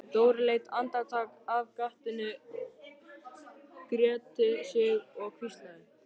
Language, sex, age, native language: Icelandic, male, 13, Icelandic